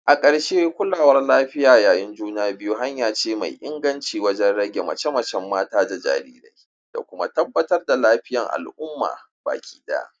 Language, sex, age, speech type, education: Hausa, male, 30-45, spontaneous, tertiary